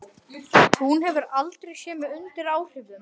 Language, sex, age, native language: Icelandic, male, 12, Icelandic